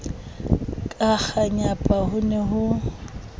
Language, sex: Southern Sotho, female